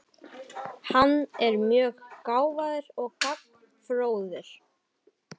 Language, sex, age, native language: Icelandic, male, 11, Icelandic